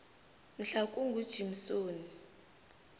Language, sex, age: South Ndebele, female, 18